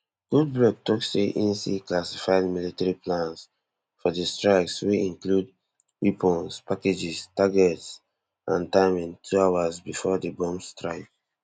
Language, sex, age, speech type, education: Nigerian Pidgin, male, 15-29, spontaneous, tertiary